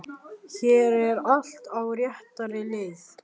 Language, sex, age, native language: Icelandic, male, 14, Icelandic